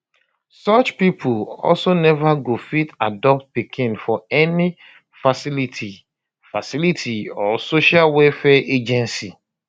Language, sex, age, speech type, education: Nigerian Pidgin, male, 30-45, spontaneous, tertiary